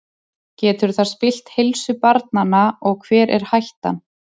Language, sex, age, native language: Icelandic, female, 30-39, Icelandic